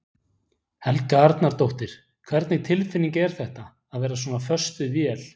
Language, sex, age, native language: Icelandic, male, 40-49, Icelandic